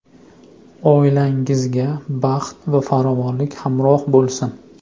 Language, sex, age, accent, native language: Uzbek, male, 25-34, Andijon, Uzbek